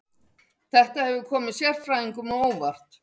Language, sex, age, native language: Icelandic, female, 50-59, Icelandic